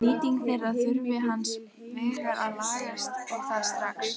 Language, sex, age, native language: Icelandic, female, 18-19, Icelandic